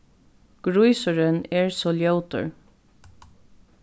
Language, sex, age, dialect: Faroese, female, 15-35, Norðurstreymoy/Eysturoy